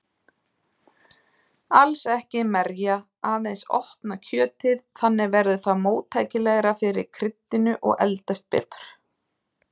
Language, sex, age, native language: Icelandic, female, 30-39, Icelandic